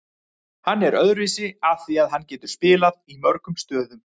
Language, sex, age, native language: Icelandic, male, 30-39, Icelandic